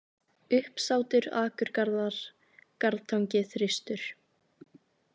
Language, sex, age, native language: Icelandic, female, 18-19, Icelandic